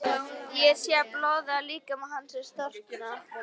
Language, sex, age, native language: Icelandic, female, 13, Icelandic